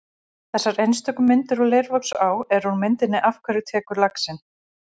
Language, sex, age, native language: Icelandic, female, 40-49, Icelandic